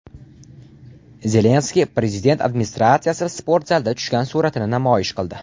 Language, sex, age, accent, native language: Uzbek, male, under 19, Farg'ona, Uzbek